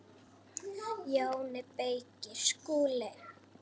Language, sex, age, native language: Icelandic, female, 8, Icelandic